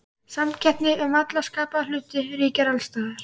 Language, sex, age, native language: Icelandic, male, 11, Icelandic